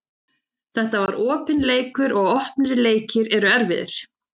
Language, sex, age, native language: Icelandic, female, 30-39, Icelandic